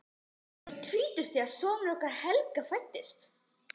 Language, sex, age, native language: Icelandic, female, 12, Icelandic